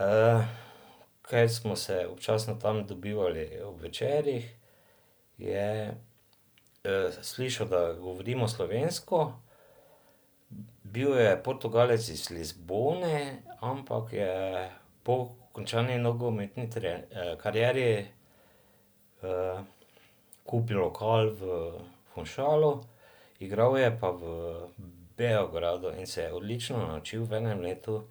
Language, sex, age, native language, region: Slovenian, male, 50-59, Slovenian, Drava region